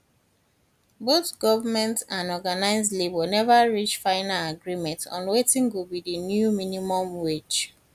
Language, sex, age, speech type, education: Nigerian Pidgin, female, 15-29, spontaneous, tertiary